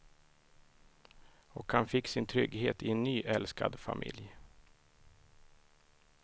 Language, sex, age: Swedish, male, 31